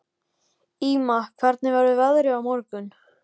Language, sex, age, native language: Icelandic, male, 14, Icelandic